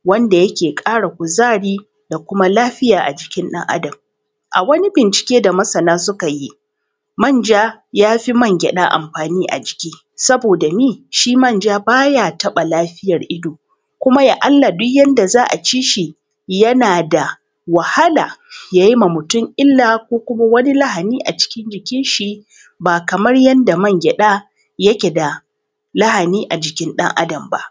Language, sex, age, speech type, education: Hausa, female, 30-45, spontaneous, tertiary